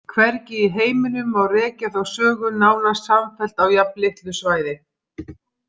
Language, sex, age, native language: Icelandic, female, 50-59, Icelandic